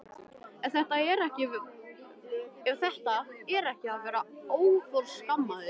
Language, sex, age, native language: Icelandic, male, 13, Icelandic